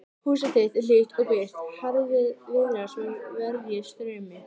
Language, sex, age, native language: Icelandic, female, 13, Icelandic